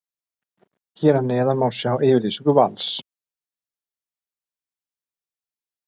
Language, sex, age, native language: Icelandic, male, 30-39, Icelandic